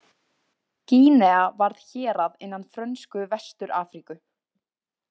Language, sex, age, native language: Icelandic, female, 20-29, Icelandic